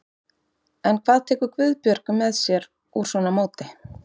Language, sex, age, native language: Icelandic, female, 30-39, Icelandic